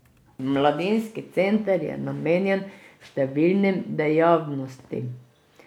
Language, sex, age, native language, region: Slovenian, female, 60+, Slovenian, Drava region